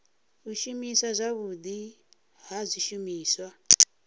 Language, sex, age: Venda, female, 39